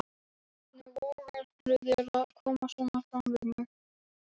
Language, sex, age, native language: Icelandic, male, 12, Icelandic